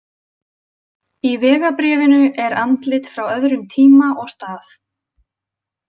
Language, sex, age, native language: Icelandic, female, 20-29, Icelandic